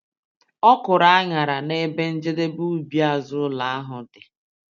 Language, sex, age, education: Igbo, female, 30-45, tertiary